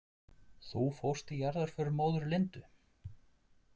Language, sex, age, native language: Icelandic, male, 40-49, Icelandic